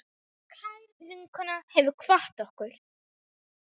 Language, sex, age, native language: Icelandic, female, 9, Icelandic